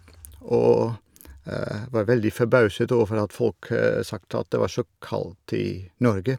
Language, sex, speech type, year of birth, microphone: Norwegian, male, spontaneous, 1962, Shure